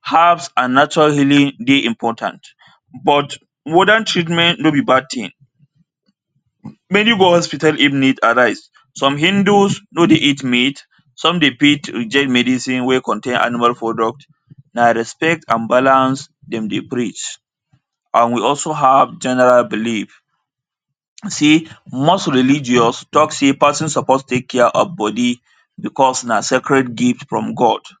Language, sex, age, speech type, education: Nigerian Pidgin, male, 30-45, spontaneous, tertiary